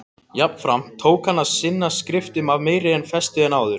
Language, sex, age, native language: Icelandic, other, 18-19, Icelandic